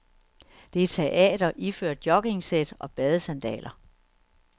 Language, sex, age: Danish, female, 61